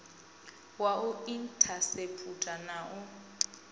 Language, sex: Venda, female